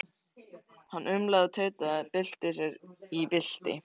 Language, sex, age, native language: Icelandic, male, 13, Icelandic